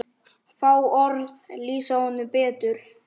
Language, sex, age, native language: Icelandic, female, 9, Icelandic